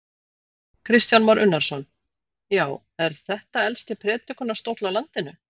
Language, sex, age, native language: Icelandic, female, 40-49, Icelandic